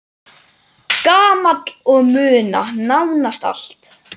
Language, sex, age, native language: Icelandic, male, 10, Icelandic